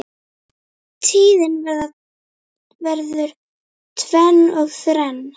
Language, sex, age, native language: Icelandic, female, 8, Icelandic